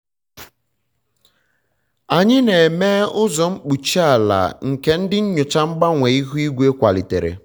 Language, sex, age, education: Igbo, male, 15-29, tertiary